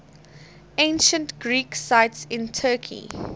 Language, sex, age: English, female, 19